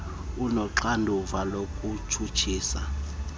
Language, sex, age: Xhosa, male, 33